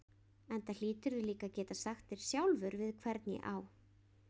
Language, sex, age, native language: Icelandic, female, 20-29, Icelandic